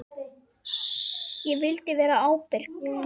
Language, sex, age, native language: Icelandic, male, 8, Icelandic